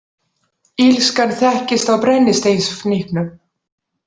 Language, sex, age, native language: Icelandic, female, 40-49, Icelandic